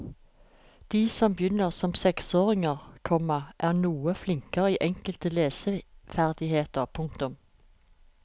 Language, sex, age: Norwegian, female, 45